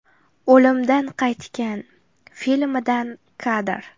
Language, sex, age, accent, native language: Uzbek, female, 18-24, Farg'ona, Uzbek